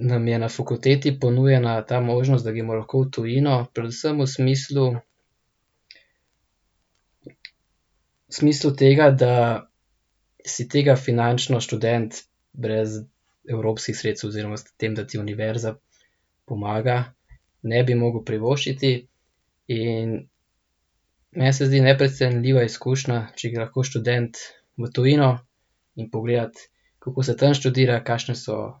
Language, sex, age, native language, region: Slovenian, male, 18-29, Slovenian, Central Slovenia